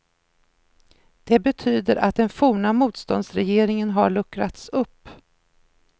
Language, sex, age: Swedish, female, 53